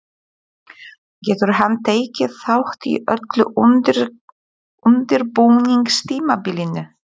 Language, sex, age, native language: Icelandic, female, 40-49, Polish